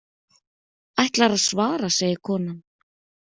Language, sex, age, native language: Icelandic, female, 30-39, Icelandic